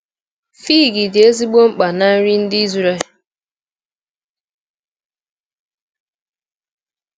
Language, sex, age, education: Igbo, female, 15-29, tertiary